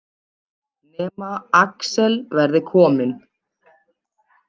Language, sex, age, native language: Icelandic, female, 20-29, Icelandic